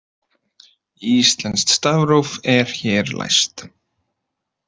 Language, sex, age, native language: Icelandic, male, 30-39, Icelandic